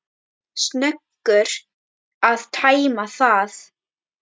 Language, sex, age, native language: Icelandic, female, 10, Icelandic